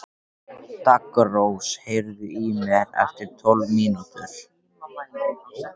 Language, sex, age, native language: Icelandic, male, 13, Icelandic